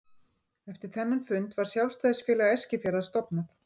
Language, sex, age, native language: Icelandic, female, 50-59, Icelandic